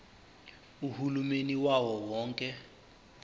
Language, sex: Zulu, male